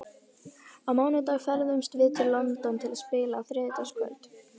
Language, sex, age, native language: Icelandic, female, 18-19, Icelandic